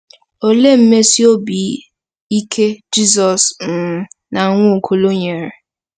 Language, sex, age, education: Igbo, female, 15-29, tertiary